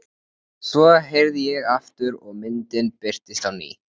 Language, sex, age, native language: Icelandic, male, 14, Icelandic